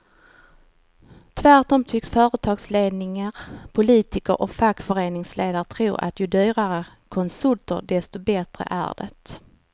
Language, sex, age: Swedish, female, 49